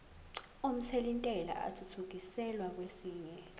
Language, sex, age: Zulu, female, 18